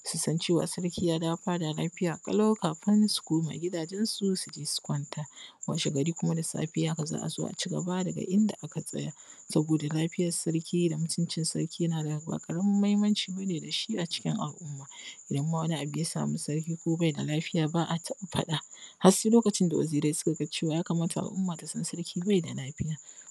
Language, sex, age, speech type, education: Hausa, female, 30-45, spontaneous, primary